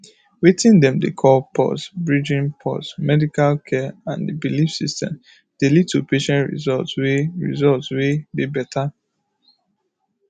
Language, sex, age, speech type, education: Nigerian Pidgin, male, 15-29, spontaneous, tertiary